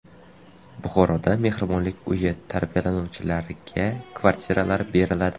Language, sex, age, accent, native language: Uzbek, male, 12-17, Samarqand, Uzbek